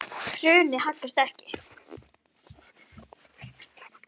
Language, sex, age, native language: Icelandic, female, 10, Icelandic